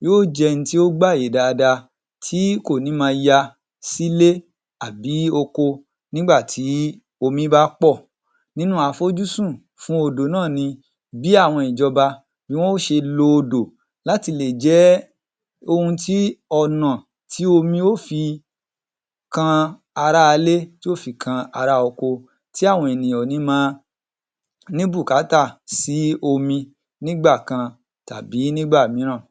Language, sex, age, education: Yoruba, male, 30-45, tertiary